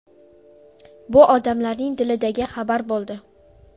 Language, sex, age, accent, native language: Uzbek, female, 12-17, Toshkent shahri, Uzbek